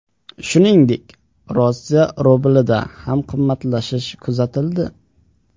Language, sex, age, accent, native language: Uzbek, male, 18-24, Qashqadaryo, Uzbek